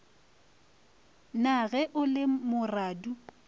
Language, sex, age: Northern Sotho, female, 23